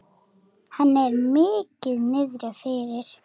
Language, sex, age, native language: Icelandic, female, 7, Icelandic